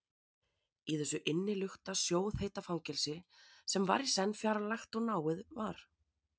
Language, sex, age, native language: Icelandic, female, 30-39, Icelandic